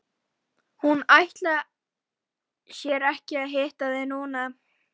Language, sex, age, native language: Icelandic, female, 12, Icelandic